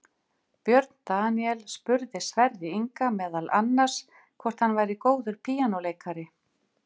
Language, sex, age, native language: Icelandic, female, 50-59, Icelandic